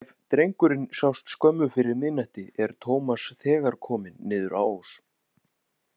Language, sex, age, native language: Icelandic, male, 20-29, Icelandic